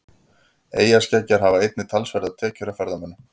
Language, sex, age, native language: Icelandic, male, 50-59, Icelandic